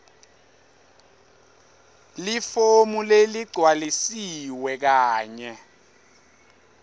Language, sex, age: Swati, male, 24